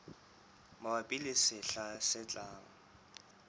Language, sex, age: Southern Sotho, male, 23